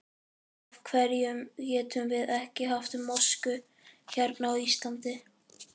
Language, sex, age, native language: Icelandic, male, 11, Icelandic